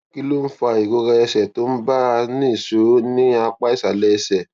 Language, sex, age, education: Yoruba, male, 15-29, tertiary